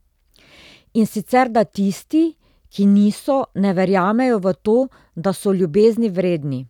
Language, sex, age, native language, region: Slovenian, female, 30-49, Slovenian, Drava region